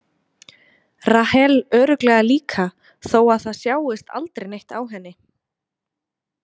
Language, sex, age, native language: Icelandic, female, 20-29, Icelandic